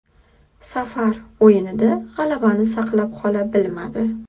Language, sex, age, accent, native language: Uzbek, female, 25-34, Qashqadaryo, Uzbek